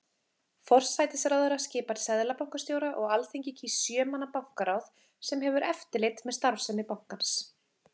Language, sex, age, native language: Icelandic, female, 30-39, Icelandic